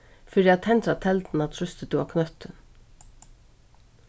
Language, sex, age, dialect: Faroese, female, 36-60, Suðuroy